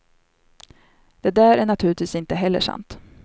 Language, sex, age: Swedish, female, 27